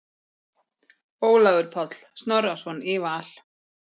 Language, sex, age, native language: Icelandic, female, 40-49, Icelandic